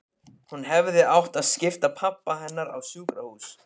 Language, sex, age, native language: Icelandic, male, 15, Icelandic